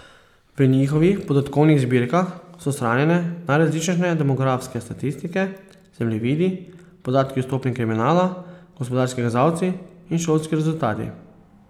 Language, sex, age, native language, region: Slovenian, male, 30-49, Slovenian, Posavska region